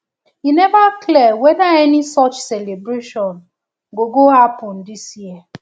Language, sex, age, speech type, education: Nigerian Pidgin, female, 30-45, spontaneous, tertiary